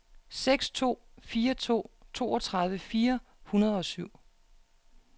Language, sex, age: Danish, female, 36